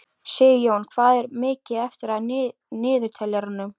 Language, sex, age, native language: Icelandic, female, 13, Icelandic